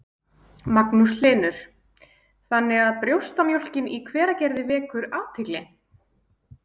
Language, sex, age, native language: Icelandic, female, 20-29, Icelandic